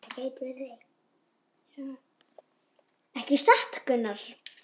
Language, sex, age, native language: Icelandic, female, 6, Icelandic